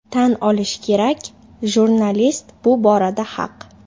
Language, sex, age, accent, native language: Uzbek, female, 18-24, Namangan, Uzbek